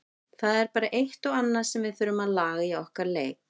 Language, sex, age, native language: Icelandic, female, 50-59, Icelandic